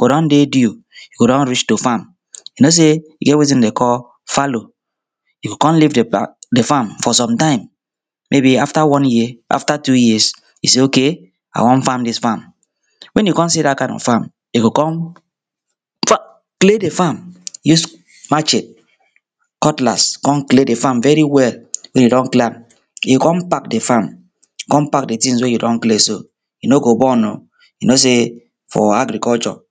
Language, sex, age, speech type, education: Nigerian Pidgin, male, 30-45, spontaneous, tertiary